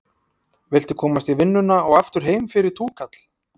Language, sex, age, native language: Icelandic, male, 30-39, Icelandic